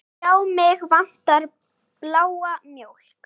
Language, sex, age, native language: Icelandic, female, 8, Icelandic